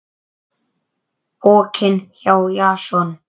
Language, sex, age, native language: Icelandic, male, 9, Icelandic